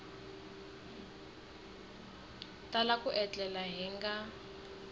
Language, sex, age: Tsonga, female, 18